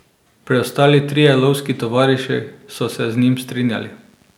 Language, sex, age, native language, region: Slovenian, male, 18-29, Slovenian, Drava region